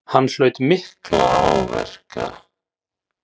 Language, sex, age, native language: Icelandic, male, 40-49, Icelandic